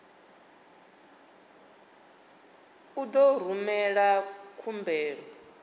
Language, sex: Venda, female